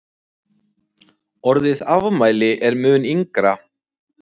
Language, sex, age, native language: Icelandic, male, 20-29, Icelandic